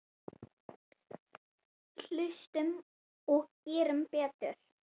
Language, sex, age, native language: Icelandic, female, 9, Icelandic